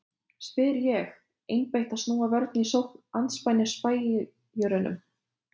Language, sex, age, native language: Icelandic, female, 20-29, Lithuanian